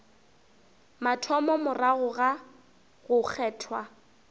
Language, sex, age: Northern Sotho, female, 24